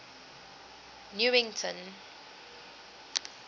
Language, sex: English, female